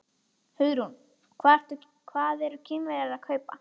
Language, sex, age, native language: Icelandic, female, 11, Icelandic